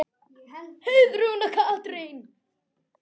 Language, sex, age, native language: Icelandic, male, 9, Icelandic